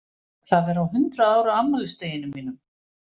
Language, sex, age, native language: Icelandic, female, 40-49, Icelandic